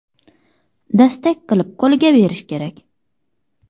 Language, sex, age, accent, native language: Uzbek, female, 25-34, Xorazm, Uzbek